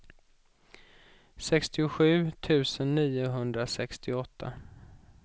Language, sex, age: Swedish, male, 31